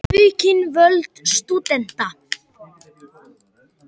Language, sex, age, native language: Icelandic, male, 18-19, Icelandic